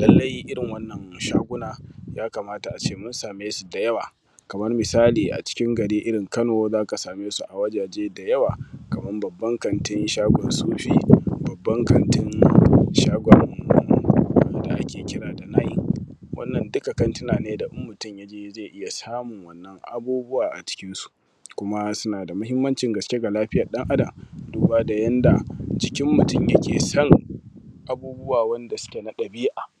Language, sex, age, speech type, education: Hausa, male, 15-29, spontaneous, primary